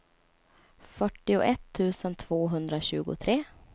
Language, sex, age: Swedish, female, 27